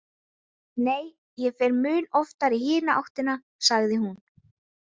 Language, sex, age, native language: Icelandic, female, 20-29, Icelandic